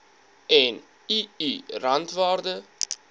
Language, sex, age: Afrikaans, male, 22